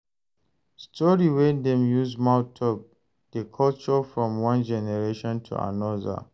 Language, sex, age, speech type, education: Nigerian Pidgin, male, 30-45, read, tertiary